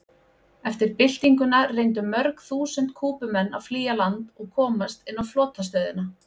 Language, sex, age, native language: Icelandic, female, 20-29, Icelandic